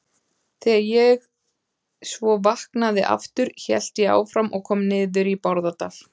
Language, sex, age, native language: Icelandic, female, 30-39, Icelandic